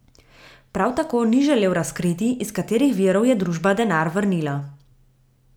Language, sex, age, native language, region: Slovenian, female, 18-29, Slovenian, Gorica region